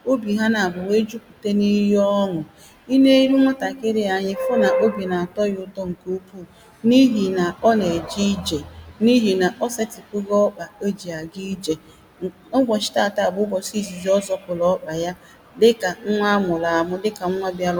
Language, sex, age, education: Igbo, female, 30-45, primary